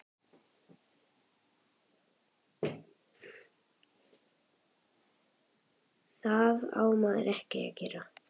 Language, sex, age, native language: Icelandic, female, 11, Icelandic